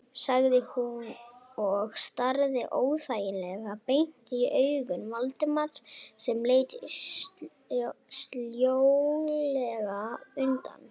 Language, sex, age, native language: Icelandic, female, 30-39, Icelandic